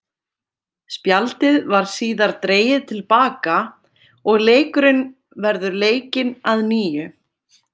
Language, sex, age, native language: Icelandic, female, 30-39, Icelandic